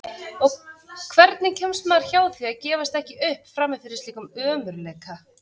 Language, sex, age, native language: Icelandic, female, 30-39, Icelandic